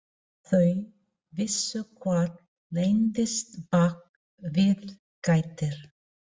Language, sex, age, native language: Icelandic, female, 40-49, Filipino